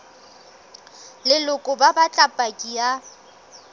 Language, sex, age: Southern Sotho, female, 23